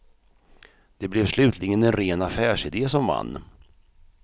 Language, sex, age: Swedish, male, 53